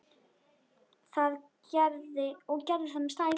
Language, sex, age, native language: Icelandic, female, 10, Icelandic